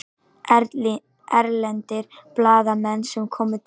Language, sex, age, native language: Icelandic, female, 18-19, Icelandic